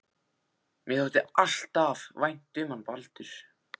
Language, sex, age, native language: Icelandic, male, 14, Icelandic